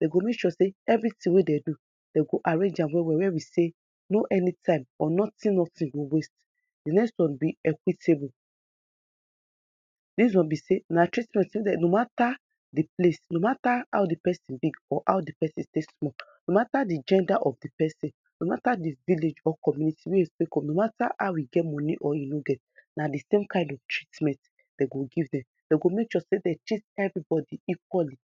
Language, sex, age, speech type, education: Nigerian Pidgin, female, 30-45, spontaneous, tertiary